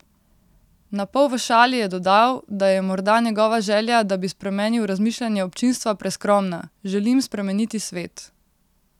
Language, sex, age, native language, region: Slovenian, female, 18-29, Slovenian, Central Slovenia